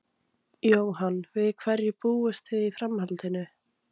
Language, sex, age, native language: Icelandic, female, 18-19, Icelandic